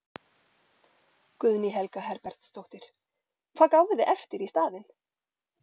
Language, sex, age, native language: Icelandic, female, 40-49, Icelandic